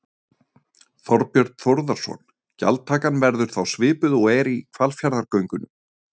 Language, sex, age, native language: Icelandic, male, 30-39, Icelandic